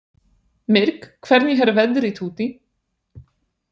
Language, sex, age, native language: Icelandic, female, 30-39, Polish